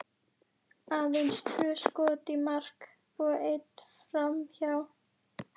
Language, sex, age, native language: Icelandic, female, 11, Icelandic